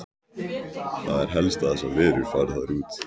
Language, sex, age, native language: Icelandic, male, 14, Icelandic